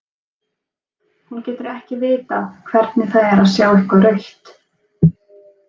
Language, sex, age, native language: Icelandic, female, 20-29, Icelandic